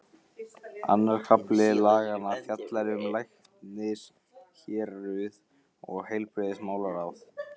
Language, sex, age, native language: Icelandic, male, 15, Icelandic